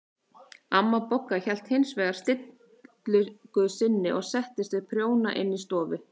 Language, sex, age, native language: Icelandic, female, 30-39, Icelandic